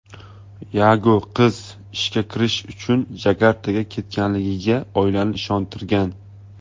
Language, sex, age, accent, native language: Uzbek, male, 19-29, Sirdaryo, Uzbek